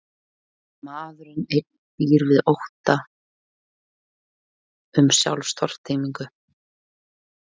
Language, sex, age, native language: Icelandic, female, 20-29, Icelandic